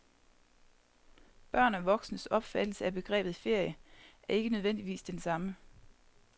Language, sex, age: Danish, female, 30